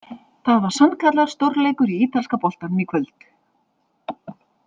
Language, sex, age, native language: Icelandic, female, 40-49, Icelandic